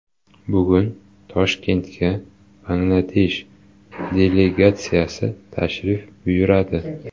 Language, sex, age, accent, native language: Uzbek, male, 25-34, Sirdaryo, Uzbek